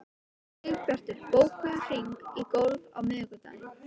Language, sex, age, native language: Icelandic, female, 13, Icelandic